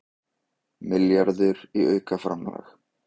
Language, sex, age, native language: Icelandic, male, 18-19, Icelandic